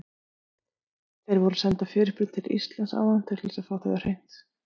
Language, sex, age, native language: Icelandic, female, 50-59, Icelandic